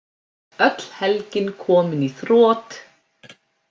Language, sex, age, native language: Icelandic, female, 50-59, Icelandic